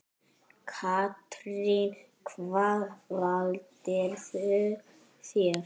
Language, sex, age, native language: Icelandic, male, 10, Icelandic